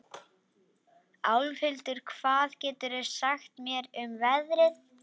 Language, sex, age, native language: Icelandic, female, 40-49, Icelandic